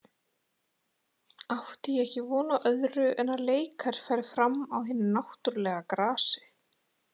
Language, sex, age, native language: Icelandic, female, 30-39, Icelandic